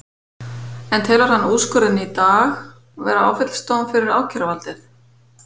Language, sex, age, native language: Icelandic, female, 50-59, Icelandic